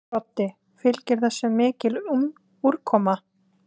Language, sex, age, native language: Icelandic, female, 20-29, Icelandic